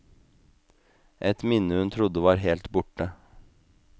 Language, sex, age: Norwegian, male, 25